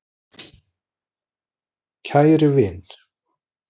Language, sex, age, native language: Icelandic, male, 40-49, Icelandic